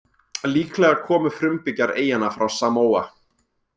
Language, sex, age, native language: Icelandic, male, 20-29, Icelandic